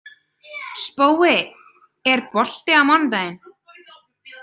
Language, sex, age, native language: Icelandic, female, 20-29, Icelandic